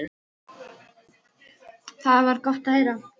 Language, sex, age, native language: Icelandic, female, 8, Filipino